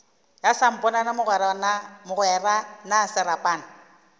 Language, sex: Northern Sotho, female